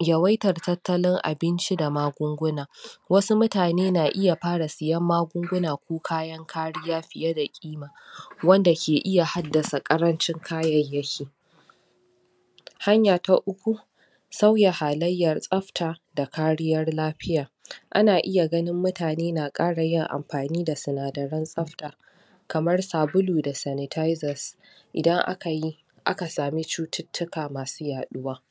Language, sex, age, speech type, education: Hausa, female, 46-60, spontaneous, tertiary